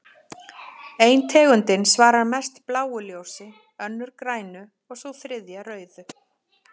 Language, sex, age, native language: Icelandic, female, 40-49, Icelandic